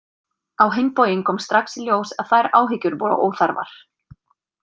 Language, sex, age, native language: Icelandic, female, 30-39, Icelandic